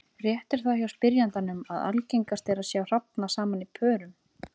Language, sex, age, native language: Icelandic, female, 30-39, Icelandic